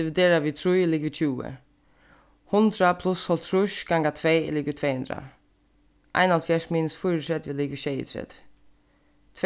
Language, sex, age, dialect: Faroese, female, 15-35, Suðurstreymoy